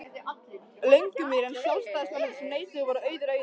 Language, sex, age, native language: Icelandic, male, 13, Icelandic